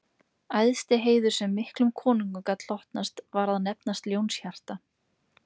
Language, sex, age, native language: Icelandic, female, 20-29, Icelandic